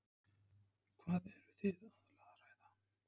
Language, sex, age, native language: Icelandic, male, 30-39, Icelandic